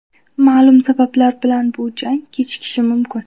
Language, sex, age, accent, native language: Uzbek, female, 18-24, Qashqadaryo, Uzbek